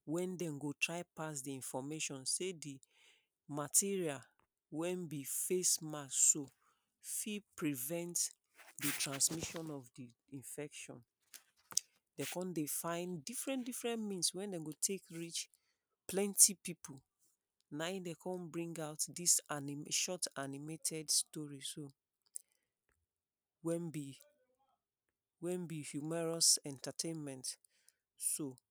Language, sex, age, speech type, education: Nigerian Pidgin, female, 30-45, spontaneous, secondary